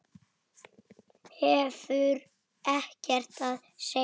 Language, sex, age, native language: Icelandic, female, 8, Icelandic